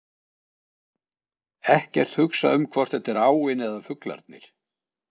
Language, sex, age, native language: Icelandic, male, 60-69, Icelandic